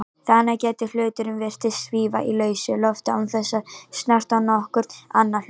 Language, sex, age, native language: Icelandic, female, 18-19, Icelandic